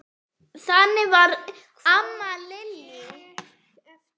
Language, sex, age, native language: Icelandic, female, 9, Icelandic